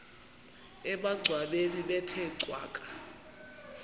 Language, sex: Xhosa, female